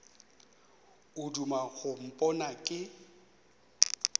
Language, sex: Northern Sotho, male